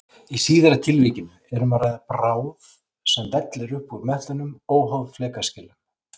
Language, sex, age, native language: Icelandic, male, 40-49, Icelandic